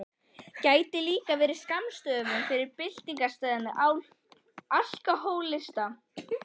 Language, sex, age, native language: Icelandic, female, 11, Icelandic